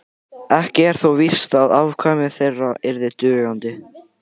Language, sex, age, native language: Icelandic, male, 18-19, Icelandic